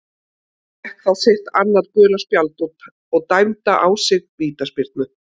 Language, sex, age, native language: Icelandic, female, 50-59, Icelandic